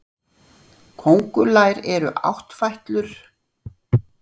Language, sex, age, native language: Icelandic, female, 60-69, Icelandic